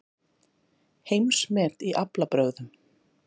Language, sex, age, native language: Icelandic, female, 30-39, Icelandic